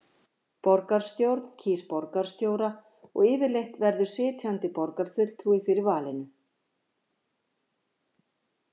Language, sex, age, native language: Icelandic, female, 50-59, Icelandic